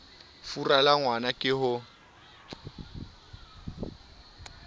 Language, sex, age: Southern Sotho, male, 19